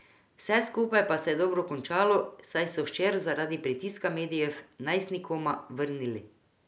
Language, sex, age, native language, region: Slovenian, female, 50-59, Croatian, Drava region